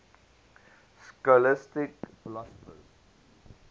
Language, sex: English, male